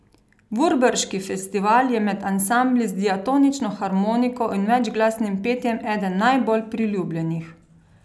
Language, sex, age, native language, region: Slovenian, female, 30-49, Slovenian, Carinthia region